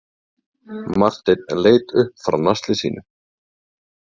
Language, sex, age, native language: Icelandic, male, 30-39, Icelandic